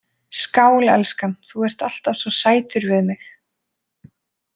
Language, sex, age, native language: Icelandic, female, 20-29, Icelandic